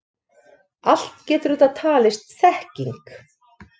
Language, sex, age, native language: Icelandic, female, 30-39, Icelandic